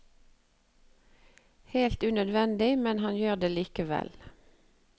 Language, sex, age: Norwegian, female, 48